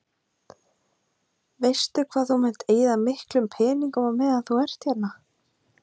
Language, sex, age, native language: Icelandic, female, 20-29, Icelandic